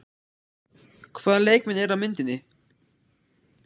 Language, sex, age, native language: Icelandic, male, 14, Icelandic